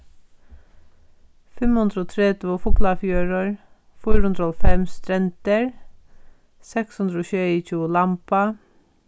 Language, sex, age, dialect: Faroese, female, 36-60, Sandoy